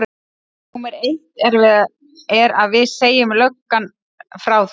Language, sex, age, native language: Icelandic, male, 12, Icelandic